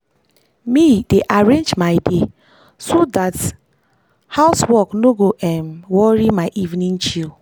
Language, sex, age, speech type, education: Nigerian Pidgin, female, 15-29, spontaneous, tertiary